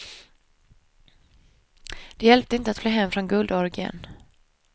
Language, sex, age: Swedish, female, 25